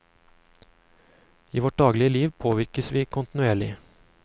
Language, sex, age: Norwegian, male, 35